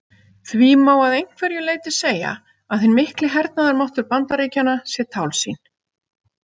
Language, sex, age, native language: Icelandic, female, 50-59, Icelandic